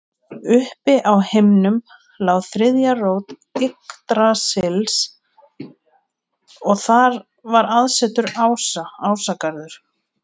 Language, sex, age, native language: Icelandic, female, 20-29, Icelandic